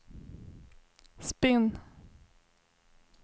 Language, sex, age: Swedish, female, 21